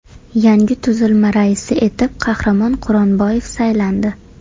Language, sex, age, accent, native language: Uzbek, female, 18-24, Toshkent shahri, Uzbek